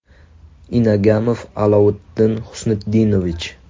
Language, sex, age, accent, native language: Uzbek, male, 19-29, Toshkent viloyati, Uzbek